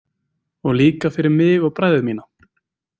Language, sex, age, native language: Icelandic, male, 20-29, Icelandic